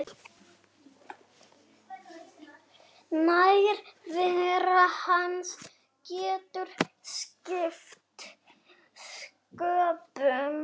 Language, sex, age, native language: Icelandic, male, 6, Icelandic